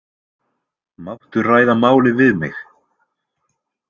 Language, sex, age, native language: Icelandic, male, 20-29, Icelandic